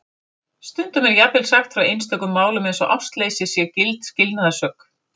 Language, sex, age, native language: Icelandic, female, 50-59, Icelandic